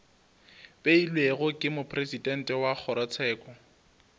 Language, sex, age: Northern Sotho, male, 20